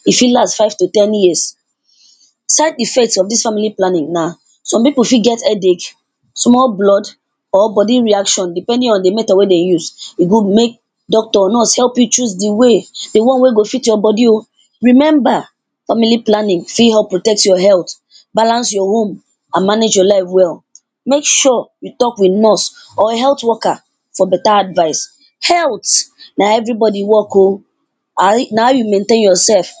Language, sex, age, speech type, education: Nigerian Pidgin, female, 15-29, spontaneous, primary